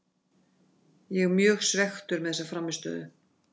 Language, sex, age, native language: Icelandic, female, 50-59, Icelandic